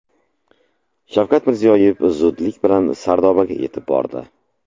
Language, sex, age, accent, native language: Uzbek, male, 25-34, Samarqand, Uzbek